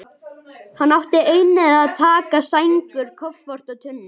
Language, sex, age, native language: Icelandic, male, 11, Icelandic